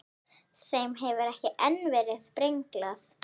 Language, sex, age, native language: Icelandic, female, 11, Icelandic